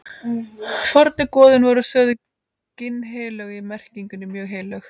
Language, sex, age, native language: Icelandic, female, 20-29, Icelandic